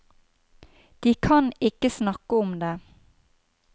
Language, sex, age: Norwegian, female, 29